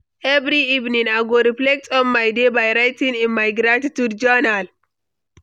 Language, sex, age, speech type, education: Nigerian Pidgin, female, 15-29, read, tertiary